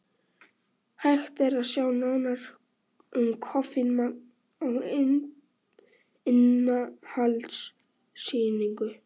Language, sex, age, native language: Icelandic, male, 18-19, Icelandic